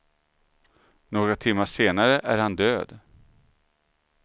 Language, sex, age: Swedish, male, 39